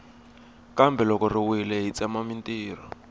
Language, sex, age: Tsonga, male, 21